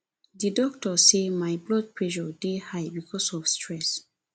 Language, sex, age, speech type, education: Nigerian Pidgin, female, 30-45, spontaneous, tertiary